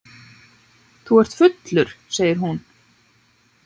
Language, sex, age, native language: Icelandic, female, 9, Icelandic